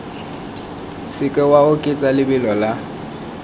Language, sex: Tswana, male